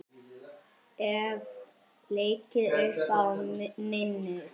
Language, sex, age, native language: Icelandic, male, 10, Icelandic